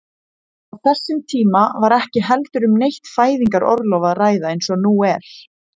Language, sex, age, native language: Icelandic, female, 20-29, Icelandic